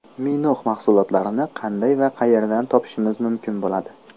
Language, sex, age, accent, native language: Uzbek, male, 18-24, Namangan, Uzbek